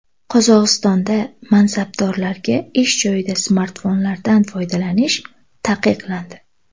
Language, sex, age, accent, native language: Uzbek, female, 18-24, Toshkent viloyati, Uzbek